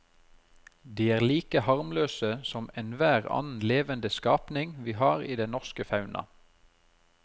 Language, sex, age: Norwegian, male, 33